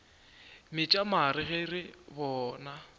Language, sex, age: Northern Sotho, male, 24